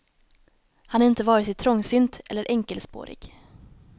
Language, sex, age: Swedish, female, 19